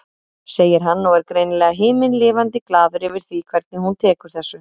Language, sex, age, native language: Icelandic, female, 30-39, Icelandic